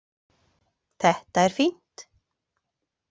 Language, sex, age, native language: Icelandic, female, 40-49, Icelandic